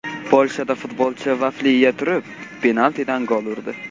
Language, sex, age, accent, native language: Uzbek, male, 18-24, Qashqadaryo, Uzbek